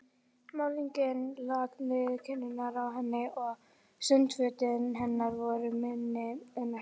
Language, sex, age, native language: Icelandic, female, 40-49, Icelandic